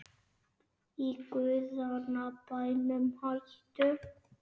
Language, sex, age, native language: Icelandic, female, 9, Icelandic